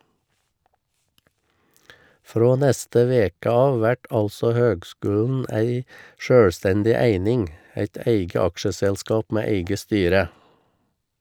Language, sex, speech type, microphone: Norwegian, male, read, Shure